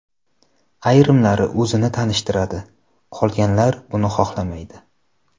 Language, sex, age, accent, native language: Uzbek, male, 25-34, Samarqand, Uzbek